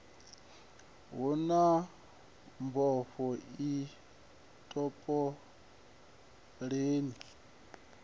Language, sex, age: Venda, male, 37